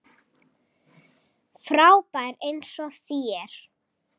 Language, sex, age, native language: Icelandic, female, 8, Icelandic